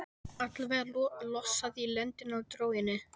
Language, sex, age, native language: Icelandic, male, 12, Icelandic